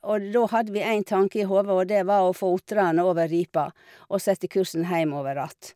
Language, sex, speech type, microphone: Norwegian, female, spontaneous, Shure